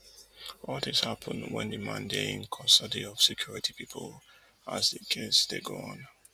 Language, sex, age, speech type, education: Nigerian Pidgin, male, 30-45, spontaneous, tertiary